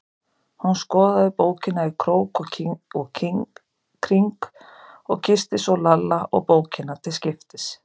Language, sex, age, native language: Icelandic, female, 50-59, Icelandic